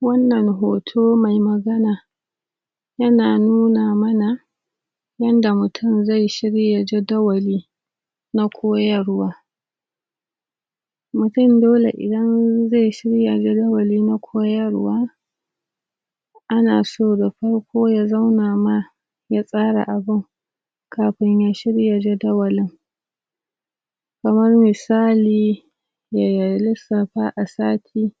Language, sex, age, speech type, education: Hausa, female, 30-45, spontaneous, tertiary